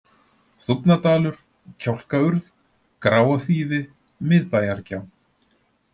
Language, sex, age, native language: Icelandic, male, 40-49, Icelandic